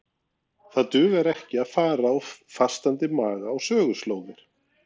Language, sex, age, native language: Icelandic, male, 40-49, Norwegian